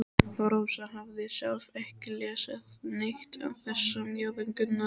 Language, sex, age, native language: Icelandic, male, 12, Icelandic